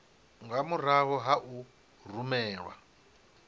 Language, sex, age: Venda, male, 25